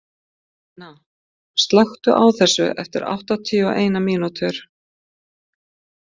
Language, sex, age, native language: Icelandic, female, 50-59, Icelandic